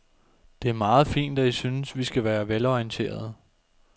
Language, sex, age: Danish, male, 24